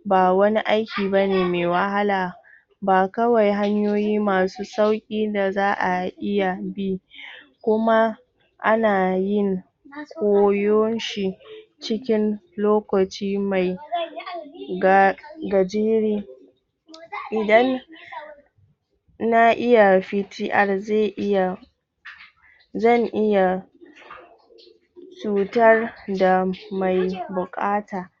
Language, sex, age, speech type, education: Hausa, female, 30-45, spontaneous, tertiary